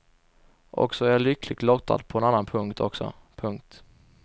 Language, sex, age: Swedish, male, 21